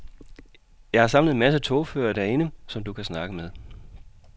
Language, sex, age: Danish, male, 40